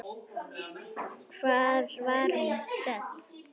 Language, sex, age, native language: Icelandic, female, 9, Icelandic